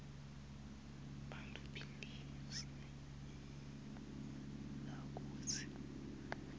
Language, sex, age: Swati, male, 23